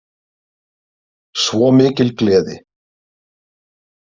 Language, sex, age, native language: Icelandic, male, 30-39, Icelandic